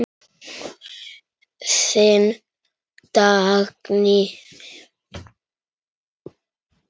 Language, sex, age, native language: Icelandic, male, 9, Icelandic